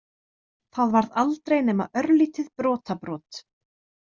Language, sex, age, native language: Icelandic, female, 30-39, Icelandic